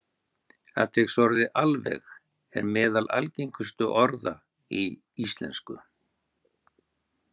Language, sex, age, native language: Icelandic, male, 60-69, Icelandic